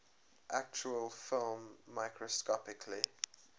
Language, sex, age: English, male, 23